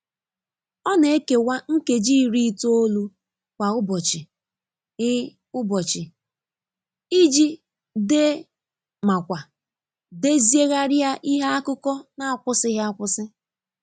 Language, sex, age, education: Igbo, female, 15-29, tertiary